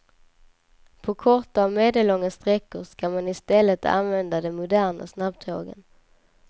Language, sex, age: Swedish, female, 19